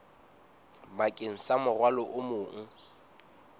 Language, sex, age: Southern Sotho, male, 19